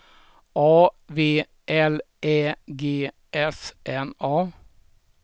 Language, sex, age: Swedish, male, 67